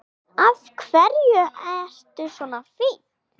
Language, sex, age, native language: Icelandic, female, 8, Icelandic